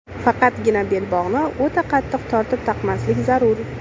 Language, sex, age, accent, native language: Uzbek, female, 18-24, Toshkent shahri, Uzbek